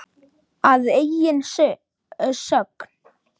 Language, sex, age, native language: Icelandic, male, 10, Icelandic